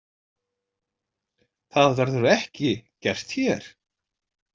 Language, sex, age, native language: Icelandic, male, 60-69, Icelandic